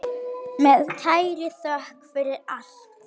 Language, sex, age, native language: Icelandic, male, 9, Icelandic